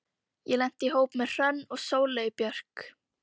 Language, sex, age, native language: Icelandic, female, 12, Icelandic